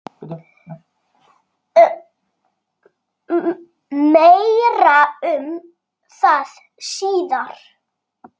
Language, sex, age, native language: Icelandic, male, 6, Icelandic